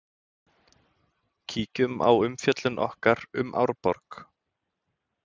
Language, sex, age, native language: Icelandic, male, 20-29, Icelandic